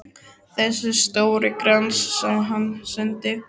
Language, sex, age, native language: Icelandic, male, 12, Icelandic